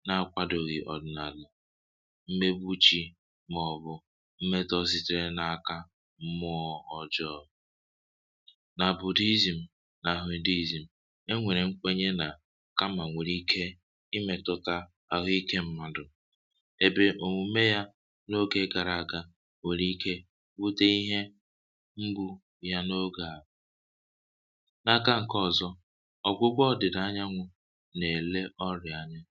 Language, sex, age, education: Igbo, male, 30-45, tertiary